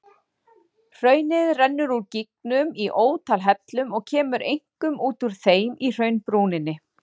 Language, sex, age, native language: Icelandic, female, 40-49, Icelandic